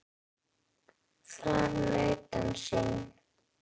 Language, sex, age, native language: Icelandic, female, 10, Icelandic